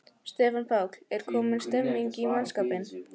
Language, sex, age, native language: Icelandic, female, 15, Icelandic